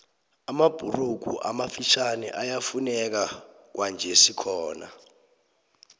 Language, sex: South Ndebele, male